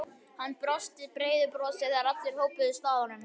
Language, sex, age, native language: Icelandic, male, 11, Icelandic